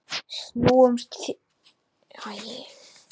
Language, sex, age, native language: Icelandic, male, 9, Icelandic